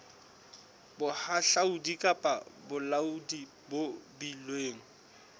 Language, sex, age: Southern Sotho, male, 24